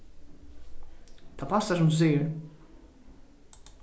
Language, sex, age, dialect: Faroese, male, 15-35, Norðurstreymoy/Eysturoy